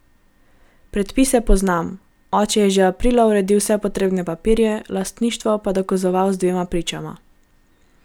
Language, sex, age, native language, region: Slovenian, female, 18-29, Slovenian, Gorenjska region